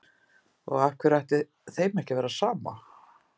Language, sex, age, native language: Icelandic, female, 50-59, Icelandic